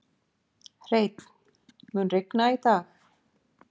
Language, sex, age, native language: Icelandic, female, 50-59, Icelandic